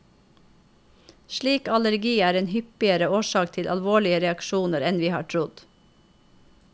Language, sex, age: Norwegian, female, 45